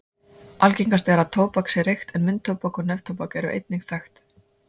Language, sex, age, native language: Icelandic, female, 20-29, Icelandic